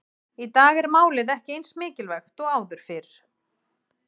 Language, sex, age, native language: Icelandic, female, 40-49, Icelandic